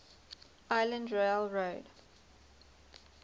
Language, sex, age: English, female, 19